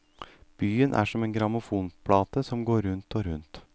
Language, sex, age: Norwegian, male, 38